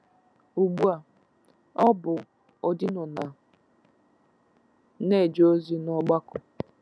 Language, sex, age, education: Igbo, female, 15-29, tertiary